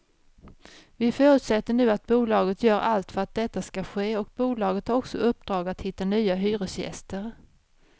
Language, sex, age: Swedish, female, 53